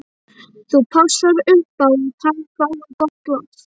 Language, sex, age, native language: Icelandic, female, 11, Icelandic